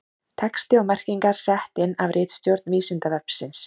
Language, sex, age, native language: Icelandic, female, 30-39, Icelandic